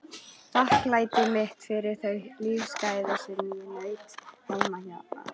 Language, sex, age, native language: Icelandic, female, 13, Icelandic